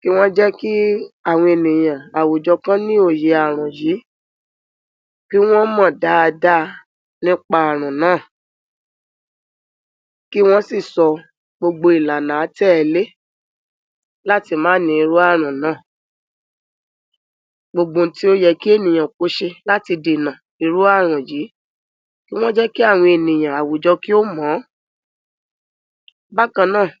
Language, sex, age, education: Yoruba, male, 46-60, tertiary